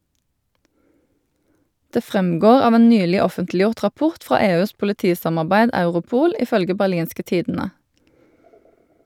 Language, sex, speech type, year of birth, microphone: Norwegian, female, read, 1972, Shure